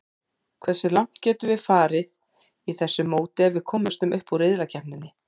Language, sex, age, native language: Icelandic, female, 40-49, Icelandic